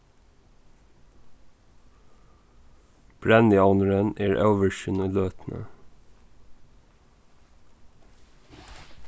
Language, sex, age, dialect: Faroese, male, 15-35, Norðurstreymoy/Eysturoy